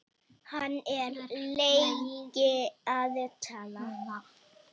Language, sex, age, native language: Icelandic, female, 6, Icelandic